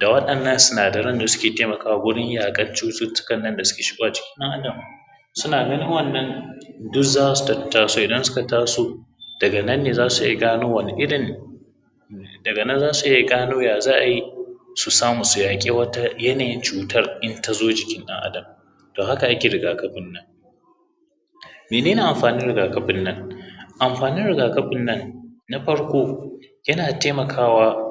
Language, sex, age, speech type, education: Hausa, male, 15-29, spontaneous, secondary